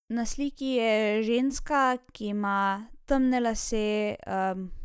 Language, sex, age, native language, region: Slovenian, female, 18-29, Slovenian, Zasavska region